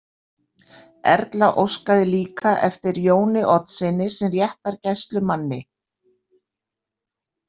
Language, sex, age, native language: Icelandic, female, 60-69, Icelandic